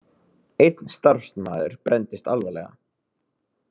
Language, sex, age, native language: Icelandic, male, 30-39, Icelandic